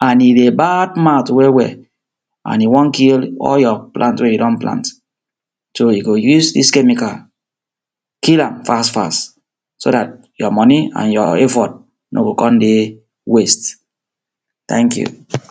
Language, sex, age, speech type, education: Nigerian Pidgin, male, 30-45, spontaneous, tertiary